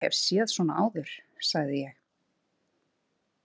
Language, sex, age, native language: Icelandic, female, 20-29, Icelandic